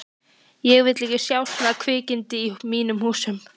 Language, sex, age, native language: Icelandic, female, 14, Icelandic